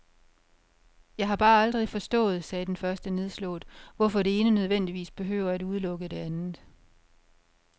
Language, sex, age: Danish, female, 51